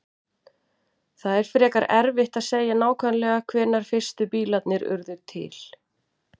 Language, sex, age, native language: Icelandic, female, 40-49, Icelandic